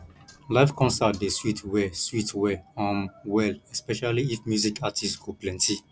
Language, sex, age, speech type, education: Nigerian Pidgin, male, 15-29, spontaneous, tertiary